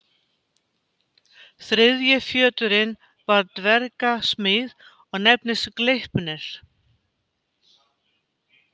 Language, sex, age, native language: Icelandic, female, 50-59, Icelandic